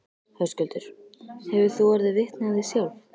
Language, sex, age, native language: Icelandic, female, 13, Icelandic